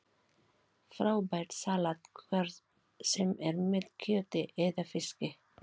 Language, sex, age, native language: Icelandic, female, 40-49, Filipino